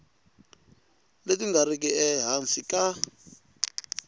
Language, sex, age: Tsonga, male, 22